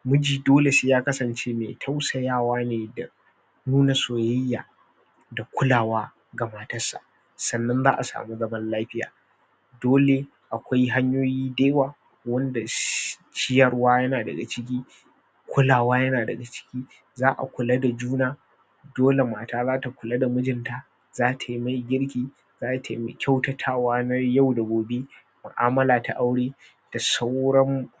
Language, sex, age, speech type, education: Hausa, male, 30-45, spontaneous, tertiary